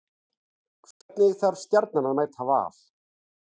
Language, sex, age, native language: Icelandic, male, 40-49, Icelandic